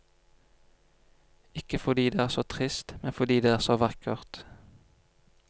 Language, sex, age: Norwegian, male, 25